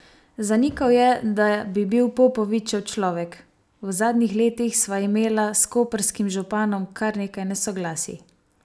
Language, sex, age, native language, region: Slovenian, female, 18-29, Slovenian, Savinja region